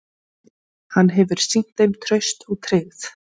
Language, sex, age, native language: Icelandic, female, 20-29, Icelandic